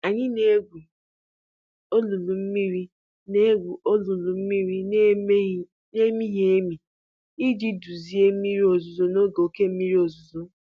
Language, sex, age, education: Igbo, female, 15-29, tertiary